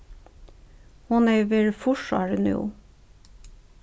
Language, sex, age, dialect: Faroese, female, 36-60, Suðurstreymoy